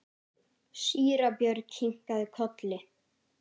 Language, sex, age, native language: Icelandic, female, 9, Icelandic